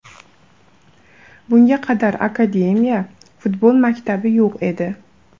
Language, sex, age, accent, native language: Uzbek, female, 18-24, Andijon, Uzbek